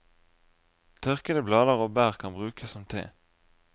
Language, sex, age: Norwegian, male, 20